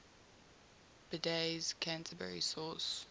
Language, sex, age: English, female, 18